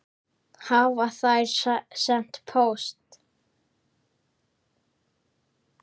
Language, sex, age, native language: Icelandic, male, 8, Icelandic